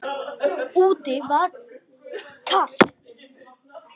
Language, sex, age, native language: Icelandic, male, 10, Icelandic